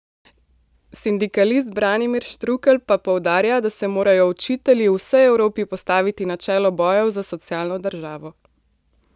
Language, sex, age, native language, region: Slovenian, female, 18-29, Slovenian, Central Slovenia